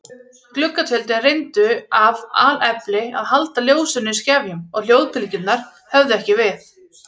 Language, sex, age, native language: Icelandic, female, 30-39, Icelandic